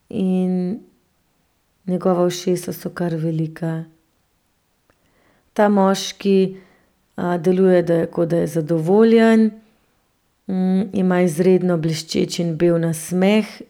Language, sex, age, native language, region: Slovenian, female, 30-49, Slovenian, Central Slovenia